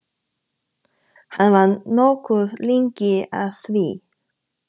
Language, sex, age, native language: Icelandic, female, 30-39, Chinese